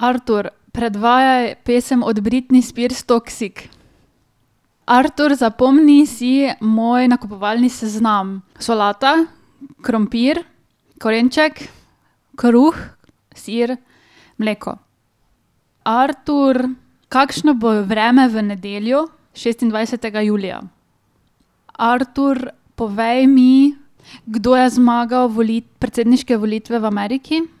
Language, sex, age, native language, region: Slovenian, female, 18-29, Slovenian, Drava region